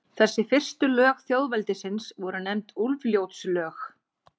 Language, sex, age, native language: Icelandic, female, 40-49, Icelandic